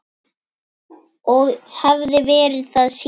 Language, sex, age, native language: Icelandic, male, 10, Icelandic